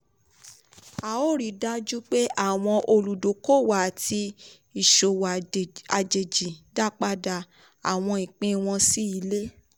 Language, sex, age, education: Yoruba, female, 15-29, tertiary